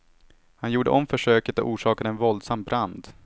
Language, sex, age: Swedish, male, 18